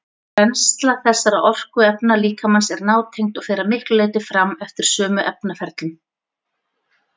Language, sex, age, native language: Icelandic, female, 40-49, Icelandic